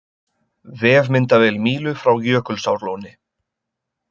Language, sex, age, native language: Icelandic, male, 20-29, Icelandic